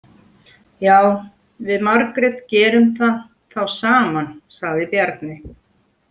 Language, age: Icelandic, 40-49